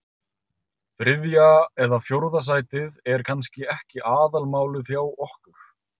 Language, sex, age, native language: Icelandic, male, 30-39, Icelandic